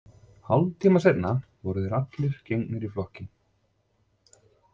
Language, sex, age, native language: Icelandic, male, 40-49, Icelandic